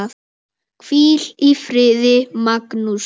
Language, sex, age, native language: Icelandic, male, 8, Icelandic